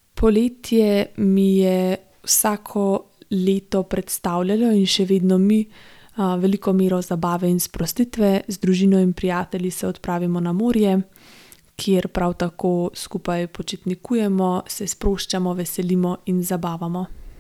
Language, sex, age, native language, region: Slovenian, female, 18-29, Slovenian, Gorenjska region